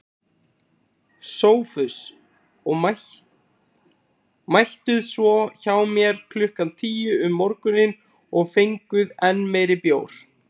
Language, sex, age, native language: Icelandic, male, 20-29, Icelandic